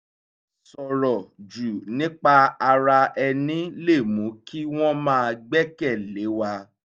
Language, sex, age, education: Yoruba, male, 15-29, tertiary